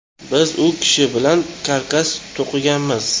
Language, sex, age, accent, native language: Uzbek, male, 25-34, Toshkent shahri, Uzbek